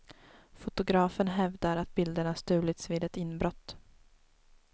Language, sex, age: Swedish, female, 19